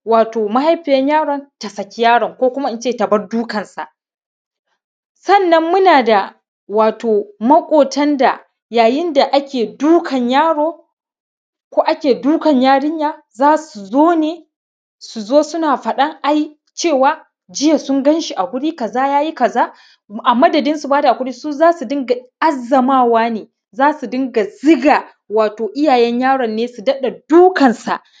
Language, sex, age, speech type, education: Hausa, male, 30-45, spontaneous, primary